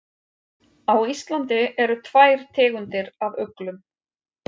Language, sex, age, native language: Icelandic, female, 50-59, Icelandic